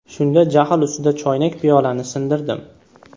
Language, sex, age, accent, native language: Uzbek, male, 18-24, Farg'ona, Uzbek